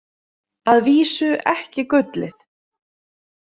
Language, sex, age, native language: Icelandic, female, 30-39, Icelandic